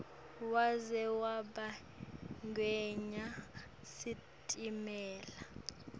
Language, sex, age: Swati, female, 18